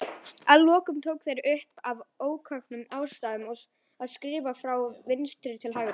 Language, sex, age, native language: Icelandic, female, 18-19, Icelandic